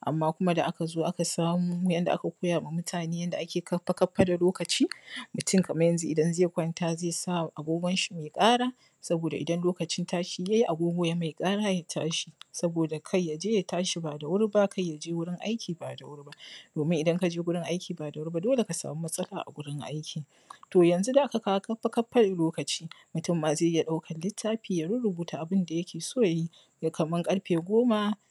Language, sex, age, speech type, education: Hausa, female, 30-45, spontaneous, primary